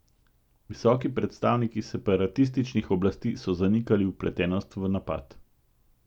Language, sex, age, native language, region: Slovenian, male, 50-59, Slovenian, Central Slovenia